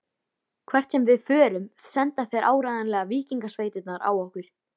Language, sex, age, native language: Icelandic, female, 13, Icelandic